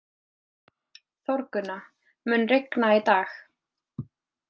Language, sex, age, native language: Icelandic, female, 20-29, Icelandic